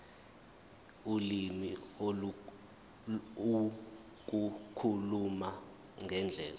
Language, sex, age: Zulu, male, 21